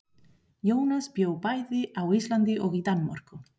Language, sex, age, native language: Icelandic, female, 30-39, Spanish